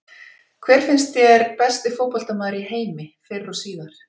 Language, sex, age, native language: Icelandic, female, 40-49, Icelandic